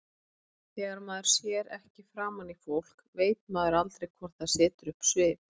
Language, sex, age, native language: Icelandic, female, 30-39, Icelandic